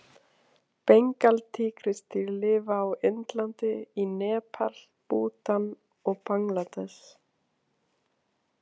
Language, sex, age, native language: Icelandic, female, 20-29, Icelandic